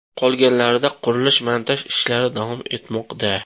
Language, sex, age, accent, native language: Uzbek, male, 25-34, Toshkent shahri, Uzbek